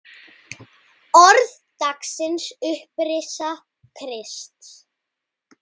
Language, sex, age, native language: Icelandic, male, 9, Icelandic